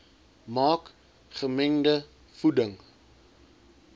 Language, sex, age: Afrikaans, male, 20